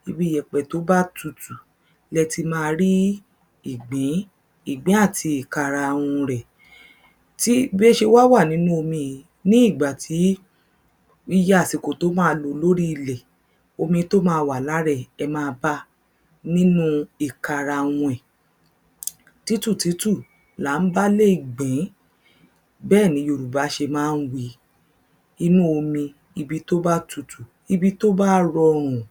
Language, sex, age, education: Yoruba, female, 30-45, secondary